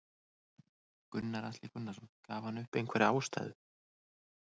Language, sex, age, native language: Icelandic, male, 30-39, Icelandic